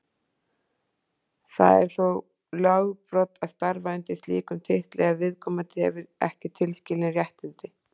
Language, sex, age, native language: Icelandic, female, 40-49, Icelandic